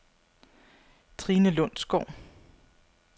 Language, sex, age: Danish, female, 35